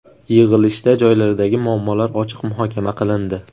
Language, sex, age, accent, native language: Uzbek, male, 18-24, Farg'ona, Uzbek